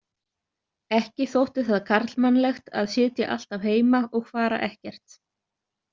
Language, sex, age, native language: Icelandic, other, 30-39, Icelandic